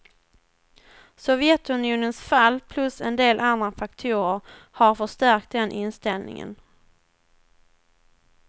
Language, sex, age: Swedish, female, 21